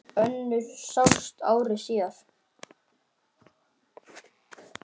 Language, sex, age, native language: Icelandic, male, 9, Icelandic